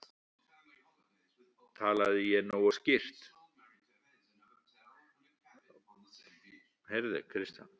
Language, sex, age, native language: Icelandic, male, 9, Icelandic